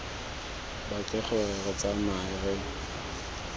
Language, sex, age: Tswana, male, 19